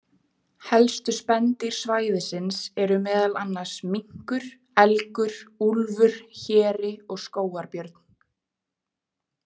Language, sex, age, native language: Icelandic, female, 20-29, Icelandic